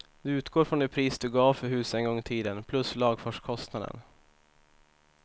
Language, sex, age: Swedish, male, 25